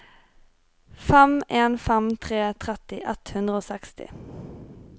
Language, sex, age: Norwegian, female, 23